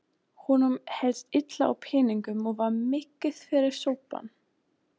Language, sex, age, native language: Icelandic, female, 20-29, German